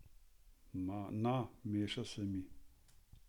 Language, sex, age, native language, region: Slovenian, male, 60+, Slovenian, Central Slovenia